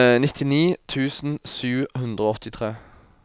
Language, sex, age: Norwegian, male, 24